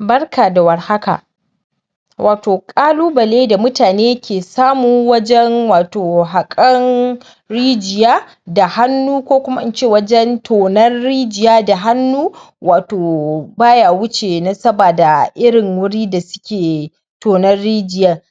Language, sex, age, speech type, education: Hausa, male, 15-29, spontaneous, primary